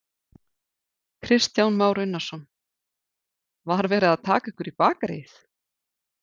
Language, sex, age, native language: Icelandic, female, 40-49, Icelandic